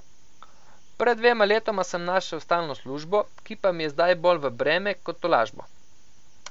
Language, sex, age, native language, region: Slovenian, male, 18-29, Slovenian, Coastal Karst region